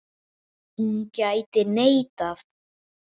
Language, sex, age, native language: Icelandic, male, 9, Icelandic